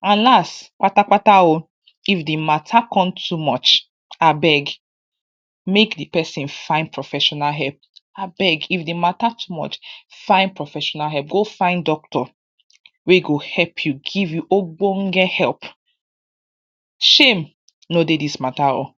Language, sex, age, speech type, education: Nigerian Pidgin, female, 46-60, spontaneous, tertiary